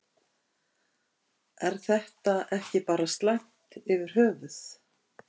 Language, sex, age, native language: Icelandic, female, 50-59, Icelandic